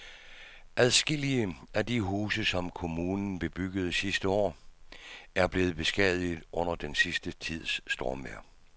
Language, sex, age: Danish, male, 66